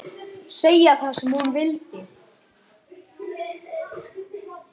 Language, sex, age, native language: Icelandic, male, 8, Icelandic